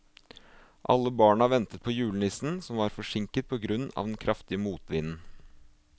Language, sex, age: Norwegian, male, 24